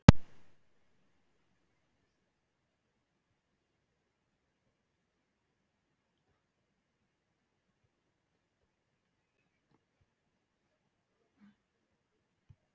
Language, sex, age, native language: Icelandic, female, 50-59, Icelandic